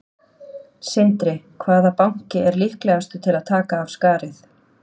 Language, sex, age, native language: Icelandic, female, 30-39, Icelandic